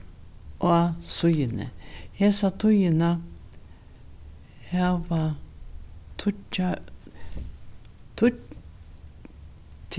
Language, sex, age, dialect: Faroese, female, 61+, Norðurstreymoy/Eysturoy